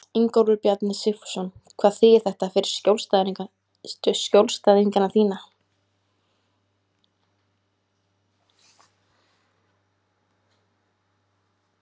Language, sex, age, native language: Icelandic, female, 20-29, Icelandic